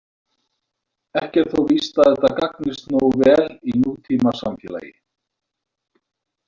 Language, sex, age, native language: Icelandic, male, 60-69, Icelandic